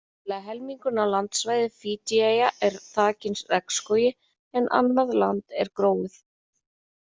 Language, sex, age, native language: Icelandic, female, 30-39, Icelandic